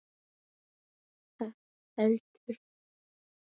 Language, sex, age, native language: Icelandic, male, 9, Icelandic